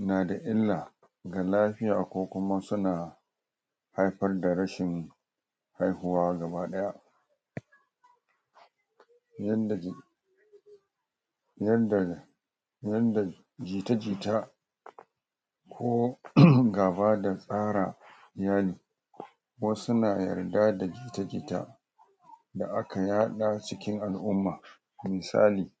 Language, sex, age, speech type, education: Hausa, male, 46-60, spontaneous, tertiary